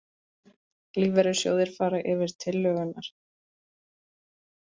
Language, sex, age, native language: Icelandic, female, 20-29, Icelandic